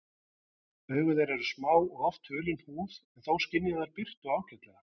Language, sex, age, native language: Icelandic, male, 40-49, Icelandic